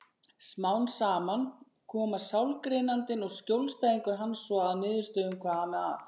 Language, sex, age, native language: Icelandic, female, 40-49, Icelandic